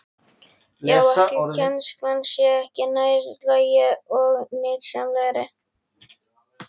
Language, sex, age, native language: Icelandic, female, 11, Icelandic